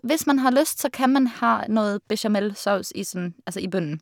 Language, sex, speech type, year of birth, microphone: Norwegian, female, spontaneous, 1985, Shure